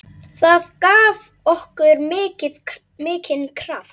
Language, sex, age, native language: Icelandic, male, 8, Icelandic